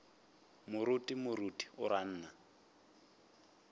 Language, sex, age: Northern Sotho, male, 21